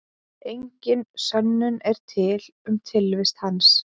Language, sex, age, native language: Icelandic, female, 20-29, Icelandic